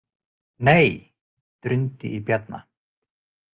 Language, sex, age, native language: Icelandic, male, 40-49, Icelandic